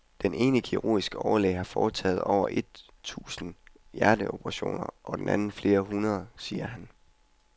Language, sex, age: Danish, male, 21